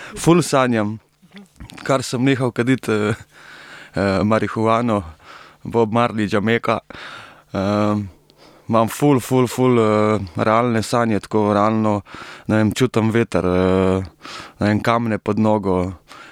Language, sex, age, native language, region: Slovenian, male, 30-49, Slovenian, Primorsko-notranjska region